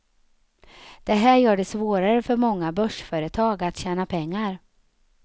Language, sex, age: Swedish, female, 35